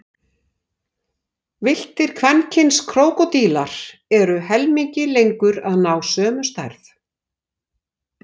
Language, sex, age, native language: Icelandic, female, 60-69, Icelandic